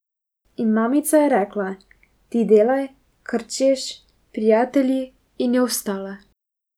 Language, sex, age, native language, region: Slovenian, female, 18-29, Slovenian, Drava region